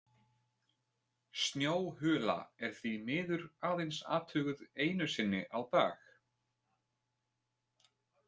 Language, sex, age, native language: Icelandic, male, 20-29, Icelandic